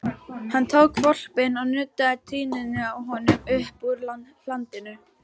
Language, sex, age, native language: Icelandic, female, 12, Icelandic